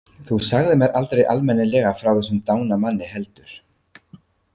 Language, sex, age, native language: Icelandic, male, 50-59, Icelandic